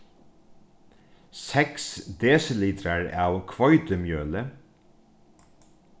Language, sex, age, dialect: Faroese, male, 36-60, Norðurstreymoy/Eysturoy